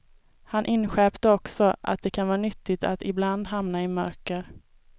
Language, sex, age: Swedish, female, 24